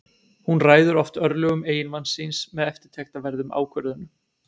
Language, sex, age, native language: Icelandic, male, 20-29, Icelandic